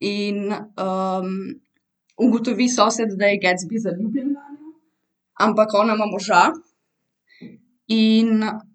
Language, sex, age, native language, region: Slovenian, female, 18-29, Slovenian, Central Slovenia